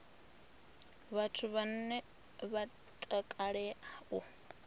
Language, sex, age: Venda, female, 26